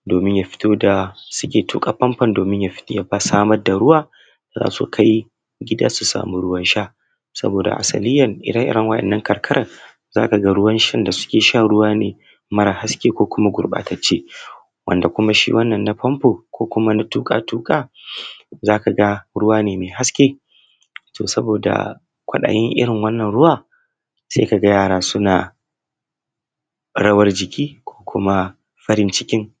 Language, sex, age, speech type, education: Hausa, male, 30-45, spontaneous, tertiary